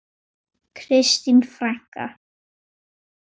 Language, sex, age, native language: Icelandic, male, 9, Icelandic